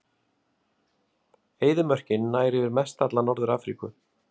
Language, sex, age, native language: Icelandic, male, 50-59, Icelandic